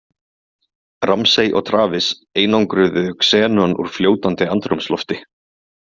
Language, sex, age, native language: Icelandic, male, 20-29, Icelandic